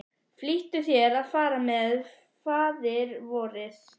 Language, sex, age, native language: Icelandic, female, 11, Icelandic